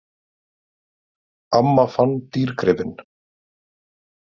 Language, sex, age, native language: Icelandic, male, 30-39, Icelandic